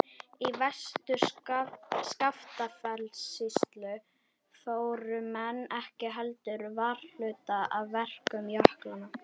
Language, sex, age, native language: Icelandic, female, 21, Icelandic